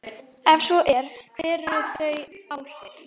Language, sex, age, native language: Icelandic, female, 13, Icelandic